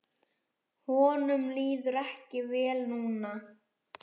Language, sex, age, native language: Icelandic, male, 10, Icelandic